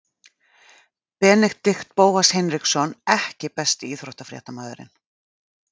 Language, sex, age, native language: Icelandic, female, 40-49, Icelandic